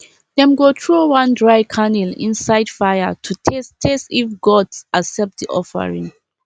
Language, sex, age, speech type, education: Nigerian Pidgin, female, 15-29, spontaneous, tertiary